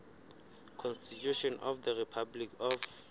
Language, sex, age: Southern Sotho, male, 23